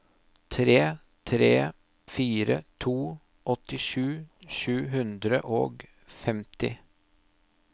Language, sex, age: Norwegian, male, 30